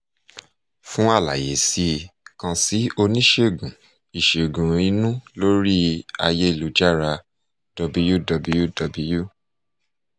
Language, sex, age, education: Yoruba, male, 30-45, tertiary